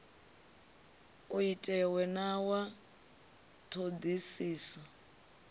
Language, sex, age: Venda, female, 25